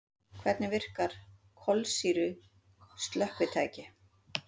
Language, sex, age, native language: Icelandic, female, 40-49, Icelandic